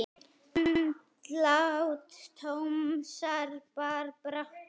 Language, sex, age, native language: Icelandic, male, 9, Icelandic